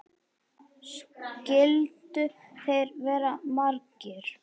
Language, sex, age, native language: Icelandic, female, 9, Icelandic